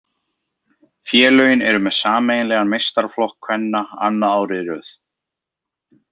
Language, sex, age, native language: Icelandic, male, 20-29, Icelandic